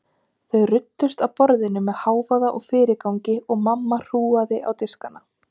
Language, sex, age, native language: Icelandic, female, 30-39, Icelandic